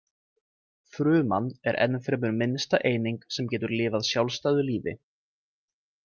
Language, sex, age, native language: Icelandic, male, 20-29, Icelandic